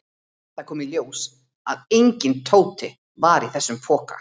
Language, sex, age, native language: Icelandic, female, 30-39, Icelandic